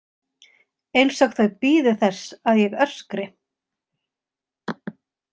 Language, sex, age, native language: Icelandic, female, 30-39, Icelandic